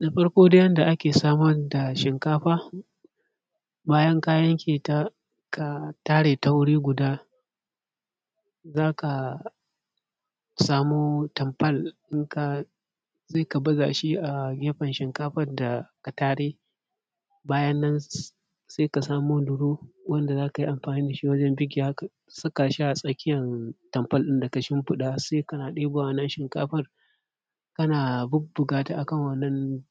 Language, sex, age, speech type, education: Hausa, male, 30-45, spontaneous, tertiary